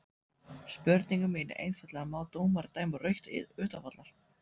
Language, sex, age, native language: Icelandic, male, 14, Icelandic